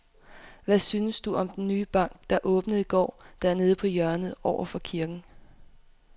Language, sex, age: Danish, female, 25